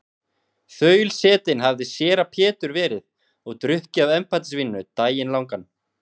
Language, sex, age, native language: Icelandic, male, 20-29, Icelandic